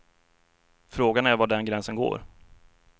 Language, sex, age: Swedish, male, 33